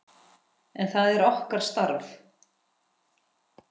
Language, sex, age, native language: Icelandic, female, 10, Icelandic